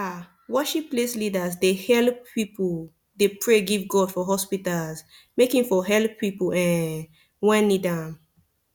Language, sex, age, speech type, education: Nigerian Pidgin, female, 15-29, spontaneous, tertiary